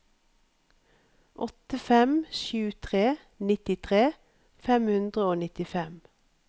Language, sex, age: Norwegian, female, 51